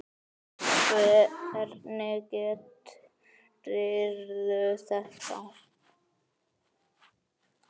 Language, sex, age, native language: Icelandic, female, 9, Icelandic